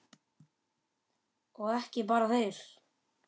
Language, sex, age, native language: Icelandic, male, 10, Icelandic